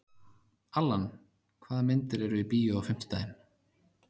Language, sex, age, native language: Icelandic, male, 30-39, Icelandic